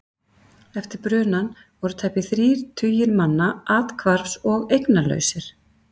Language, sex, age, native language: Icelandic, female, 50-59, Icelandic